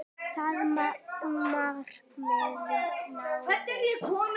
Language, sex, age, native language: Icelandic, female, 9, Icelandic